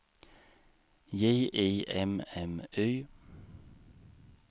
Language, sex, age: Swedish, male, 39